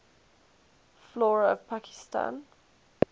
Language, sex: English, female